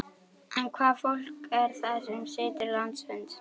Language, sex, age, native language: Icelandic, female, 11, Icelandic